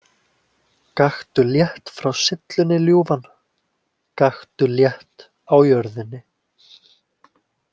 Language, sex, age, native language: Icelandic, male, 20-29, Icelandic